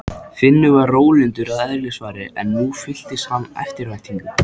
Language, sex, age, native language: Icelandic, male, 14, Icelandic